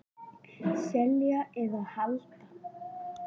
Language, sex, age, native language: Icelandic, male, 8, Icelandic